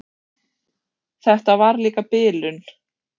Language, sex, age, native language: Icelandic, female, 6, Icelandic